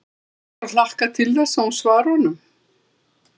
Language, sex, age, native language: Icelandic, female, 60-69, Icelandic